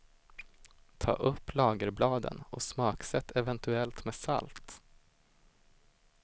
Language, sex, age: Swedish, male, 25